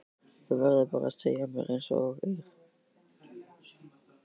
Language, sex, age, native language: Icelandic, male, 13, Icelandic